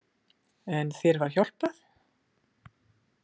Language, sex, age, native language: Icelandic, female, 60-69, Icelandic